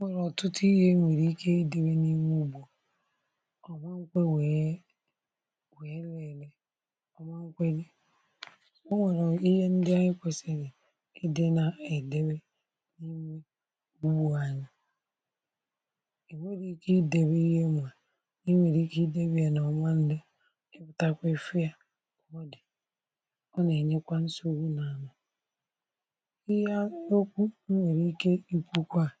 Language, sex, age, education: Igbo, male, 46-60, tertiary